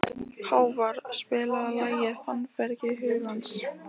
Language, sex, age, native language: Icelandic, female, 15, Lithuanian